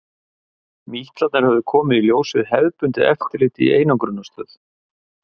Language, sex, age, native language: Icelandic, male, 50-59, Icelandic